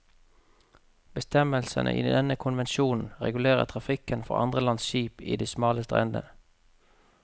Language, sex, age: Norwegian, male, 33